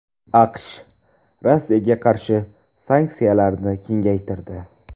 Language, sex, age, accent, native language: Uzbek, male, 18-24, Jizzax, Uzbek